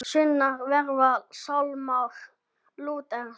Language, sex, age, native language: Icelandic, male, 10, Icelandic